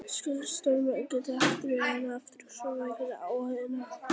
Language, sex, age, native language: Icelandic, female, 50-59, Icelandic